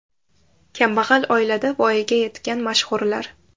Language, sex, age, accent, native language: Uzbek, female, under 19, Toshkent shahri, Uzbek